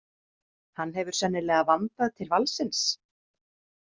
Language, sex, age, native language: Icelandic, female, 30-39, Icelandic